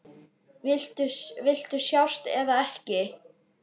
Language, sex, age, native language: Icelandic, male, 9, Icelandic